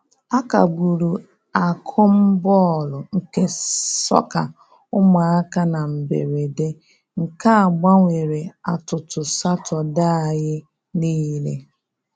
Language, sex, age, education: Igbo, female, 30-45, tertiary